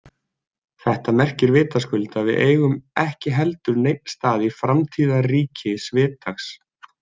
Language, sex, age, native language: Icelandic, male, 20-29, Icelandic